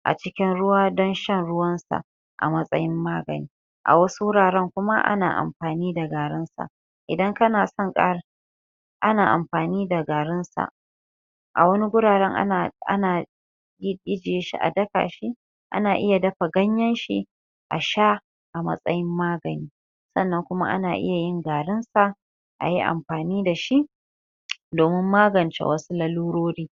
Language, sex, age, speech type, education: Hausa, female, 30-45, spontaneous, tertiary